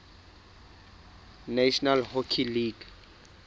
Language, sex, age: Southern Sotho, male, 24